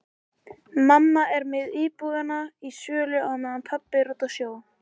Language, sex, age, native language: Icelandic, male, 18-19, Icelandic